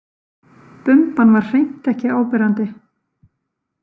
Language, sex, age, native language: Icelandic, female, 50-59, Icelandic